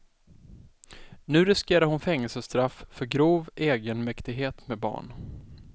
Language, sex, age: Swedish, male, 20